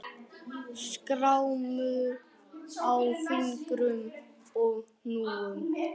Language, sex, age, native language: Icelandic, male, 9, Icelandic